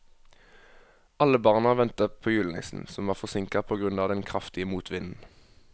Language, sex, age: Norwegian, male, 21